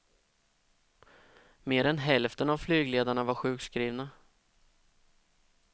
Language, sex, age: Swedish, male, 32